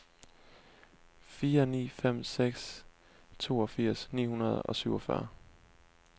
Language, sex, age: Danish, male, 19